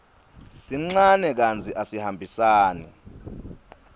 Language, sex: Swati, male